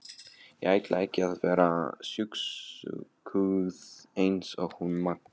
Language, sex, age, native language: Icelandic, male, 15, Polish